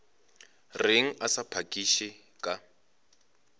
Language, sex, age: Northern Sotho, male, 25